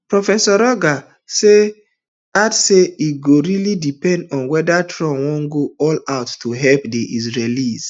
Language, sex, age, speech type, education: Nigerian Pidgin, male, 30-45, spontaneous, tertiary